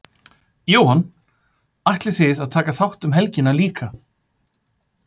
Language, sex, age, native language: Icelandic, male, 50-59, Icelandic